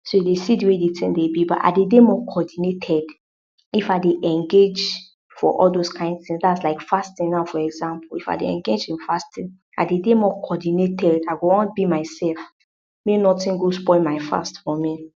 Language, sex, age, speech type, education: Nigerian Pidgin, female, 60+, spontaneous, tertiary